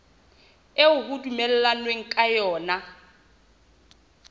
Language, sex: Southern Sotho, female